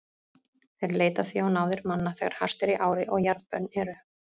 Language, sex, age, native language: Icelandic, female, 30-39, Icelandic